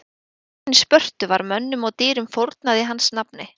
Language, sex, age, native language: Icelandic, female, 20-29, Icelandic